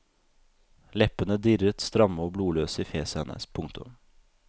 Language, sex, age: Norwegian, male, 32